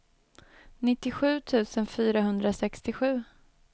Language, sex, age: Swedish, female, 23